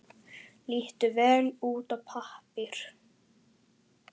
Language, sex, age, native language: Icelandic, male, 10, Icelandic